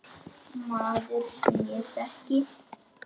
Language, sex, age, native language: Icelandic, male, 10, Icelandic